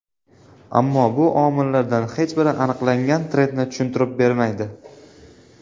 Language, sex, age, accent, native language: Uzbek, male, 19-29, Farg'ona, Uzbek